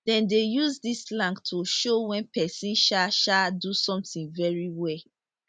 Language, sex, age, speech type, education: Nigerian Pidgin, female, 30-45, spontaneous, tertiary